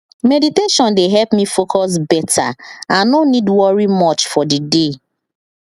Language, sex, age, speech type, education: Nigerian Pidgin, female, 15-29, spontaneous, tertiary